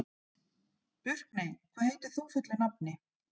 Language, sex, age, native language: Icelandic, female, 30-39, Icelandic